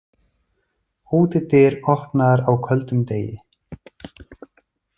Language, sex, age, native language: Icelandic, male, 30-39, Icelandic